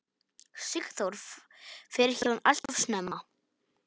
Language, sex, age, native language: Icelandic, male, 10, Polish